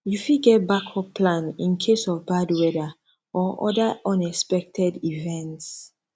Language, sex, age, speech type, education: Nigerian Pidgin, female, 15-29, spontaneous, tertiary